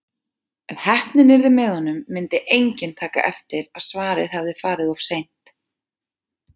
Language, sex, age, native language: Icelandic, female, 40-49, Icelandic